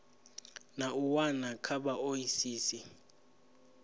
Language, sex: Venda, male